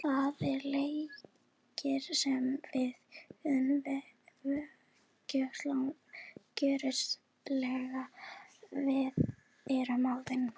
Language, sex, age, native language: Icelandic, female, 20-29, Icelandic